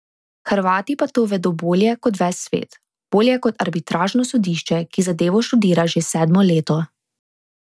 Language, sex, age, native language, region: Slovenian, female, 18-29, Slovenian, Drava region